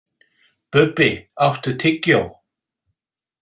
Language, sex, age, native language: Icelandic, male, 60-69, English